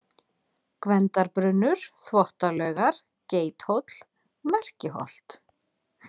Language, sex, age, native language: Icelandic, female, 40-49, Icelandic